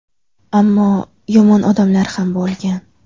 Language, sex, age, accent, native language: Uzbek, female, under 19, Samarqand, Uzbek